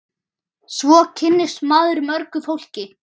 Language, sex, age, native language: Icelandic, male, 9, Icelandic